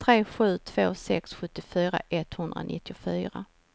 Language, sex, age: Swedish, female, 49